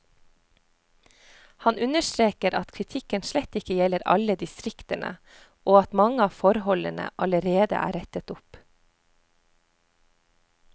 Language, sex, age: Norwegian, female, 30